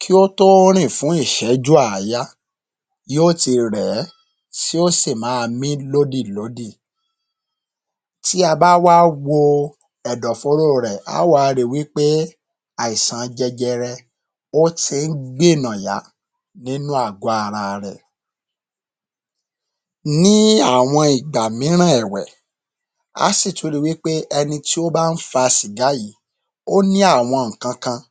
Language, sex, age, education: Yoruba, male, 30-45, tertiary